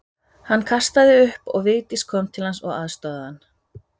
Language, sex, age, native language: Icelandic, female, 30-39, Icelandic